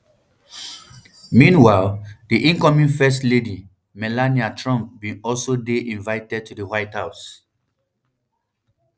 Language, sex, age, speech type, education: Nigerian Pidgin, male, 15-29, spontaneous, tertiary